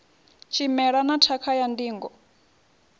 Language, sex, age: Venda, female, 21